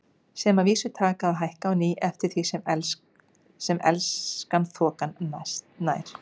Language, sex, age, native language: Icelandic, female, 50-59, Icelandic